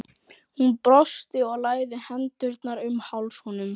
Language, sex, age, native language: Icelandic, male, 11, Icelandic